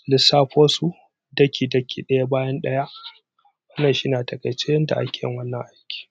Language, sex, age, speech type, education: Hausa, male, 30-45, spontaneous, tertiary